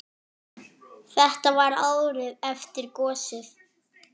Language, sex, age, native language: Icelandic, male, 8, French